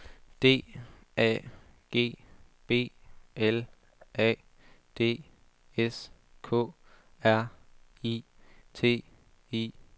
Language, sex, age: Danish, male, 18